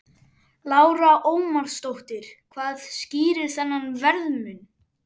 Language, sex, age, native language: Icelandic, male, 11, Icelandic